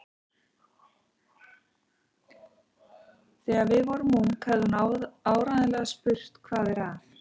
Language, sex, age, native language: Icelandic, female, 50-59, Icelandic